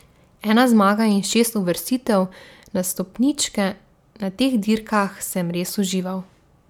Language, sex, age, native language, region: Slovenian, female, 18-29, Slovenian, Drava region